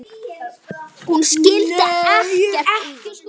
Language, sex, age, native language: Icelandic, male, 9, Icelandic